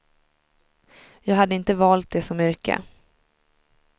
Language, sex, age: Swedish, female, 23